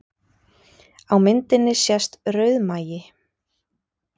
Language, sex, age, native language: Icelandic, female, 30-39, Icelandic